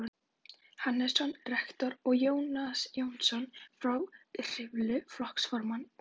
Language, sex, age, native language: Icelandic, female, 11, Icelandic